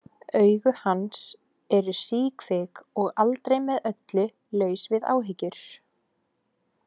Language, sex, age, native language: Icelandic, female, 18-19, Icelandic